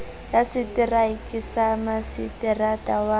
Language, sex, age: Southern Sotho, female, 20